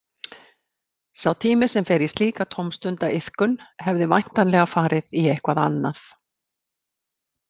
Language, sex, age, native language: Icelandic, female, 50-59, Icelandic